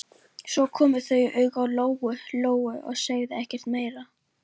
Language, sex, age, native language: Icelandic, female, 11, Icelandic